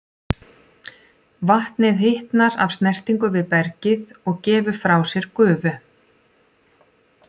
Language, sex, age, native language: Icelandic, female, 40-49, Icelandic